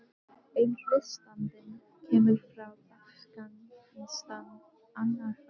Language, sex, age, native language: Icelandic, female, 12, Icelandic